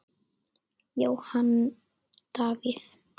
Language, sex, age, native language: Icelandic, female, 9, Icelandic